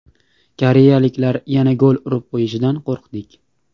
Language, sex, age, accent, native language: Uzbek, male, 18-24, Namangan, Uzbek